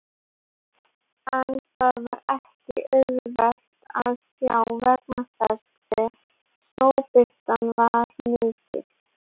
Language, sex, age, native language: Icelandic, female, 18-19, Icelandic